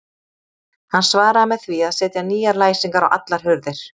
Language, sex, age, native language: Icelandic, female, 30-39, Icelandic